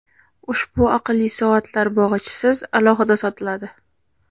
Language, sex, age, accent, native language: Uzbek, female, 18-24, Samarqand, Uzbek